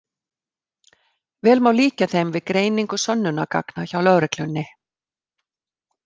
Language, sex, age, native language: Icelandic, female, 50-59, Icelandic